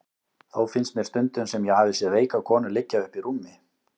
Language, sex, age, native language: Icelandic, male, 18-19, Icelandic